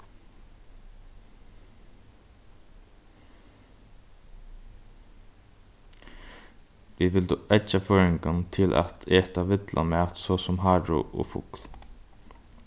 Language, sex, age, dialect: Faroese, male, 15-35, Norðurstreymoy/Eysturoy